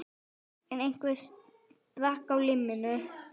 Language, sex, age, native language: Icelandic, female, 9, Icelandic